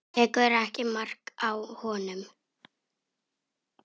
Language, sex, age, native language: Icelandic, male, 6, Icelandic